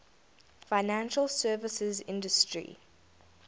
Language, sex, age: English, female, 19